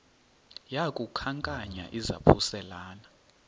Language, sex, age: Xhosa, male, 30